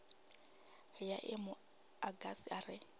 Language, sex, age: Venda, female, 26